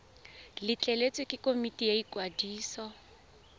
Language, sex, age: Tswana, female, 20